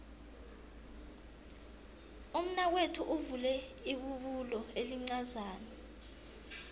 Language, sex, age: South Ndebele, female, 22